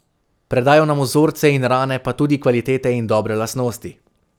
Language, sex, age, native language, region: Slovenian, male, 18-29, Slovenian, Savinja region